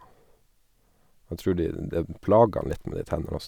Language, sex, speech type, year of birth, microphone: Norwegian, male, spontaneous, 1979, Sennheiser